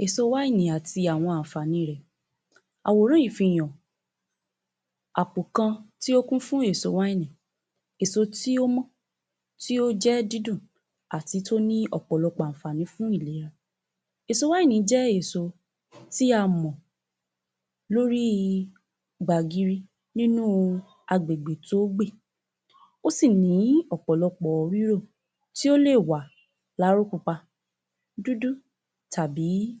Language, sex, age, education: Yoruba, female, 15-29, tertiary